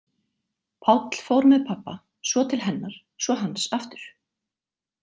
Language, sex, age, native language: Icelandic, female, 40-49, Icelandic